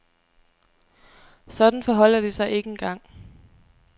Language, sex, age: Danish, female, 23